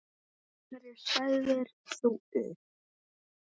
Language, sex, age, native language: Icelandic, male, 10, Icelandic